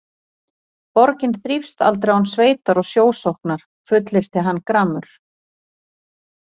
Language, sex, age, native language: Icelandic, female, 40-49, Icelandic